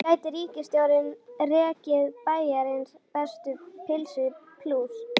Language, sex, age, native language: Icelandic, female, 11, Icelandic